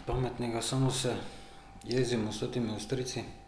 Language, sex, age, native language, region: Slovenian, male, 50-59, Slovenian, Drava region